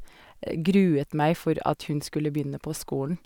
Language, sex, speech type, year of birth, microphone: Norwegian, female, spontaneous, 1984, Sennheiser